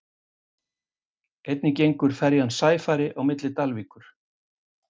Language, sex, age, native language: Icelandic, male, 50-59, Icelandic